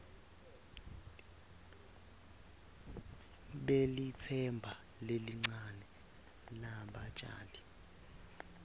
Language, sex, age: Swati, male, 23